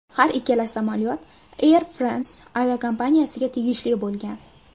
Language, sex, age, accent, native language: Uzbek, female, under 19, Farg'ona, Uzbek